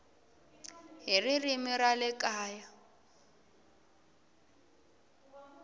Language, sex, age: Tsonga, female, 18